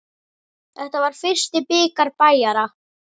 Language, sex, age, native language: Icelandic, male, 10, Icelandic